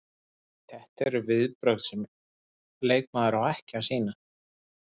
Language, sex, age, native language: Icelandic, male, 30-39, Icelandic